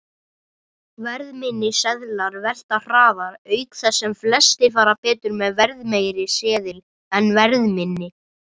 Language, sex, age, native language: Icelandic, female, 30-39, Icelandic